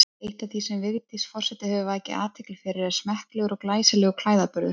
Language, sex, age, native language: Icelandic, female, 30-39, Icelandic